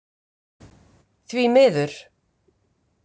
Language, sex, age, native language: Icelandic, female, 50-59, Icelandic